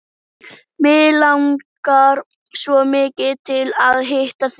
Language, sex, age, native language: Icelandic, female, 11, Icelandic